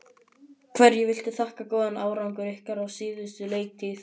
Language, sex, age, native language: Icelandic, male, 11, Icelandic